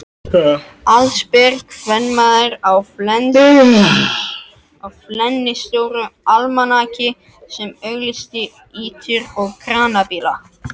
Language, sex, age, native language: Icelandic, other, 13, French